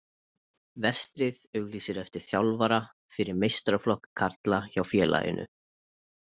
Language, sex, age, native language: Icelandic, male, 20-29, Icelandic